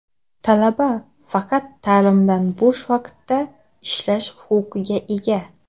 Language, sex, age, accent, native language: Uzbek, female, 19-29, Xorazm, Uzbek